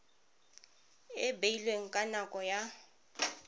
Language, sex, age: Tswana, female, 31